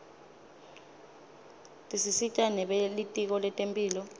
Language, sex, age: Swati, female, 25